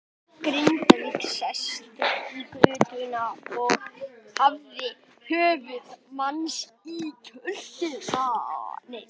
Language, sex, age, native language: Icelandic, male, 11, Icelandic